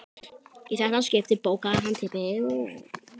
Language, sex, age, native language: Icelandic, male, 11, Icelandic